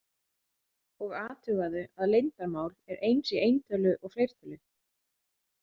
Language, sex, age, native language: Icelandic, female, 30-39, Icelandic